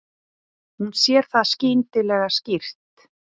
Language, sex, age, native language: Icelandic, female, 40-49, Icelandic